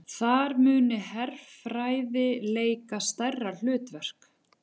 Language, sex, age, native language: Icelandic, female, 40-49, Icelandic